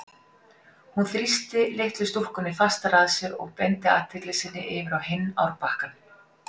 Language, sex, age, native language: Icelandic, female, 40-49, Icelandic